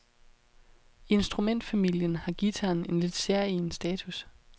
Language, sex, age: Danish, female, 31